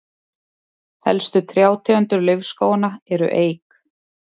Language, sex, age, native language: Icelandic, female, 20-29, Icelandic